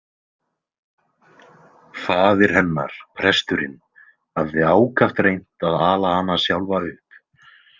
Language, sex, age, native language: Icelandic, male, 20-29, Icelandic